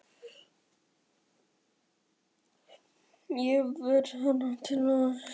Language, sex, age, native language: Icelandic, male, 12, Icelandic